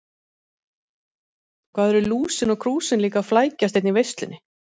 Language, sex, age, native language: Icelandic, female, 50-59, Icelandic